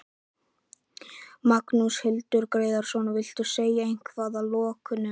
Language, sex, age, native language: Icelandic, male, 11, Icelandic